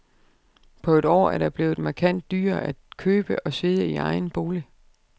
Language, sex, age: Danish, female, 32